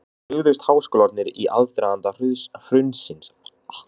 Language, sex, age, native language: Icelandic, male, 20-29, Icelandic